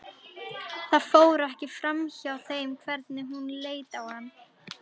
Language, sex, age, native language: Icelandic, female, 11, Icelandic